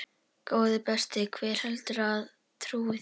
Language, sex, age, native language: Icelandic, female, 11, Icelandic